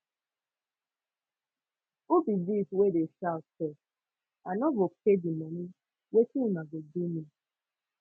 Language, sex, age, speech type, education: Nigerian Pidgin, female, 15-29, spontaneous, secondary